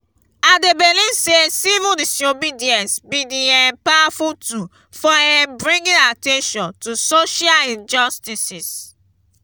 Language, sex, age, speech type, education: Nigerian Pidgin, female, 15-29, spontaneous, tertiary